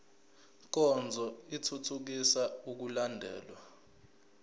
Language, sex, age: Zulu, male, 20